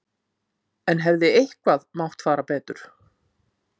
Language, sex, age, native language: Icelandic, female, 50-59, Icelandic